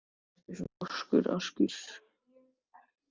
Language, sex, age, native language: Icelandic, male, 14, Icelandic